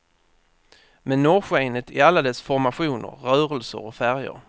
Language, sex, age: Swedish, male, 30